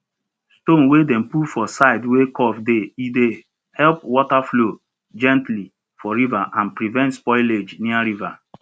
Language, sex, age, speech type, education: Nigerian Pidgin, male, 30-45, spontaneous, tertiary